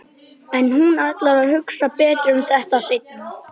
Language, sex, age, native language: Icelandic, male, 11, Icelandic